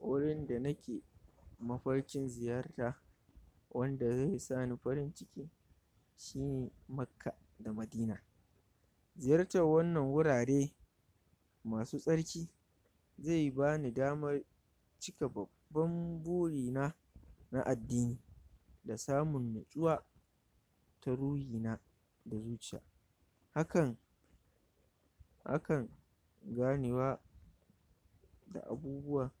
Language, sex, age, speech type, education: Hausa, male, 46-60, spontaneous, tertiary